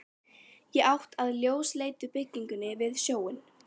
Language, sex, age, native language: Icelandic, female, 12, Icelandic